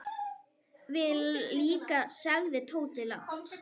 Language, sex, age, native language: Icelandic, female, 9, Icelandic